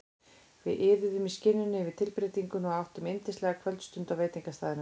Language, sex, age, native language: Icelandic, female, 40-49, Icelandic